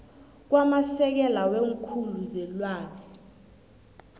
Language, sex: South Ndebele, female